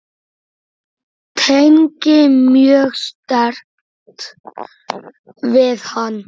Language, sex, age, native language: Icelandic, male, 9, Icelandic